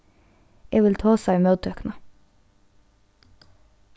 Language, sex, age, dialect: Faroese, female, 15-35, Norðurstreymoy/Eysturoy